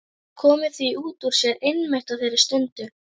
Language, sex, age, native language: Icelandic, female, 11, Icelandic